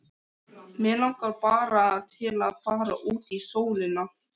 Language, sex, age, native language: Icelandic, male, 13, Icelandic